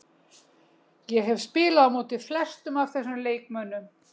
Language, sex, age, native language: Icelandic, female, 60-69, Icelandic